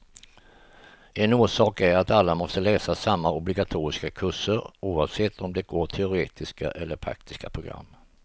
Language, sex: Swedish, male